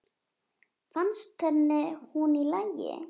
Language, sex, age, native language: Icelandic, female, 10, Icelandic